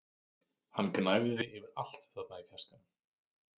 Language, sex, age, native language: Icelandic, male, 30-39, Icelandic